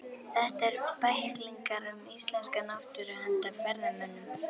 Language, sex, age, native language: Icelandic, female, 11, Icelandic